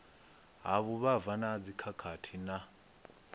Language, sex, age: Venda, male, 22